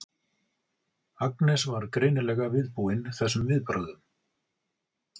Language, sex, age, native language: Icelandic, male, 40-49, Icelandic